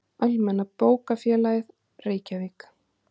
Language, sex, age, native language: Icelandic, female, 30-39, Icelandic